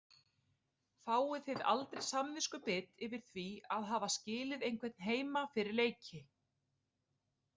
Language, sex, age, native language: Icelandic, female, 30-39, Icelandic